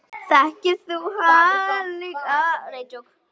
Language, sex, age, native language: Icelandic, female, 9, Icelandic